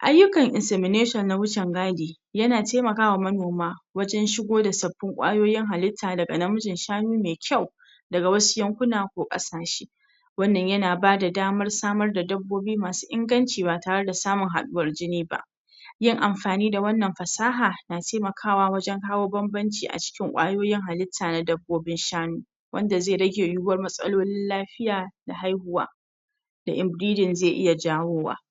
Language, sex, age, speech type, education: Hausa, female, 46-60, spontaneous, tertiary